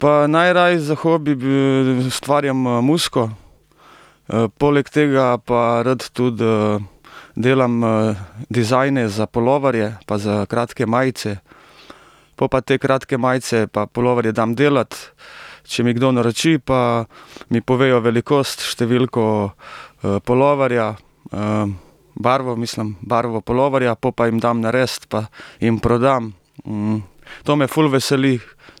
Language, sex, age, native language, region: Slovenian, male, 30-49, Slovenian, Primorsko-notranjska region